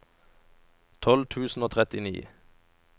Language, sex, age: Norwegian, male, 37